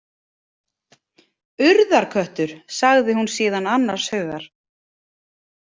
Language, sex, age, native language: Icelandic, female, 40-49, Icelandic